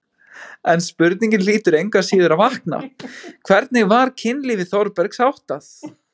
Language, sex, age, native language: Icelandic, male, 20-29, Icelandic